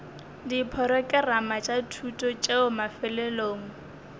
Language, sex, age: Northern Sotho, female, 20